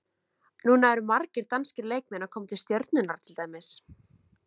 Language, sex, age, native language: Icelandic, female, 20-29, Icelandic